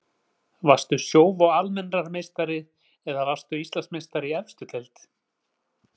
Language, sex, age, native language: Icelandic, male, 40-49, Icelandic